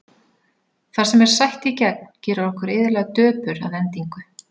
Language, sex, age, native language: Icelandic, female, 40-49, Icelandic